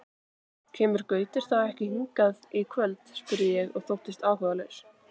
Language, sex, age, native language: Icelandic, female, 18-19, Icelandic